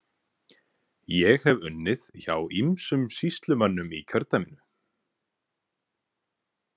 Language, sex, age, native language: Icelandic, male, 18-19, Icelandic